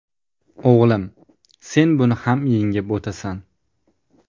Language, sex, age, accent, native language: Uzbek, male, 18-24, Jizzax, Uzbek